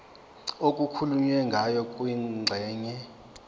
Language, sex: Zulu, male